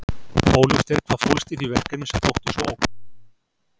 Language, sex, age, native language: Icelandic, male, 40-49, Icelandic